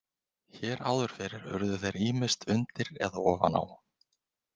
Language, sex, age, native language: Icelandic, male, 20-29, Icelandic